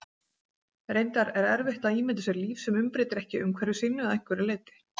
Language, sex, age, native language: Icelandic, female, 40-49, Icelandic